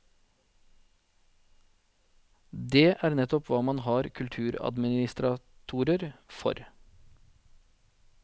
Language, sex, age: Norwegian, male, 40